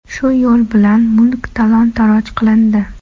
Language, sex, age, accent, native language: Uzbek, female, 18-24, Toshkent shahri, Uzbek